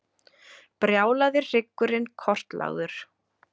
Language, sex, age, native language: Icelandic, female, 30-39, Icelandic